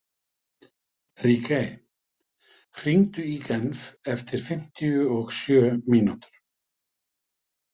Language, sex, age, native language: Icelandic, male, 50-59, Icelandic